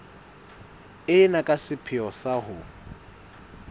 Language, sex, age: Southern Sotho, male, 22